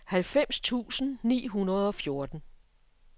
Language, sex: Danish, female